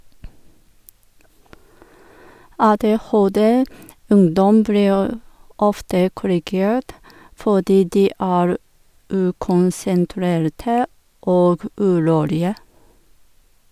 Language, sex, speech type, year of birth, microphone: Norwegian, female, read, 1978, Sennheiser